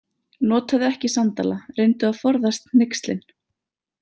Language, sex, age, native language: Icelandic, female, 30-39, Icelandic